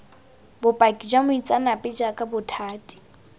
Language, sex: Tswana, female